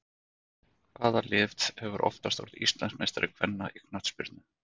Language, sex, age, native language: Icelandic, male, 40-49, Icelandic